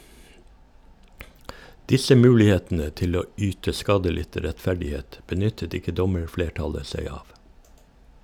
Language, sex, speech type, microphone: Norwegian, male, read, Shure